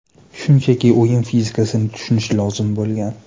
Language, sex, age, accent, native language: Uzbek, male, 18-24, Namangan, Uzbek